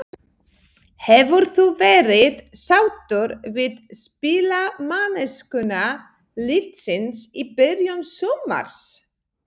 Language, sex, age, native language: Icelandic, female, 40-49, Polish